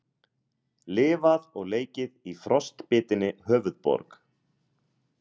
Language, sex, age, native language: Icelandic, male, 30-39, Icelandic